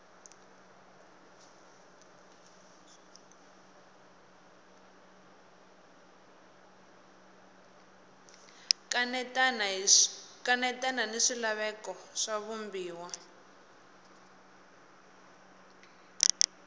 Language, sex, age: Tsonga, female, 18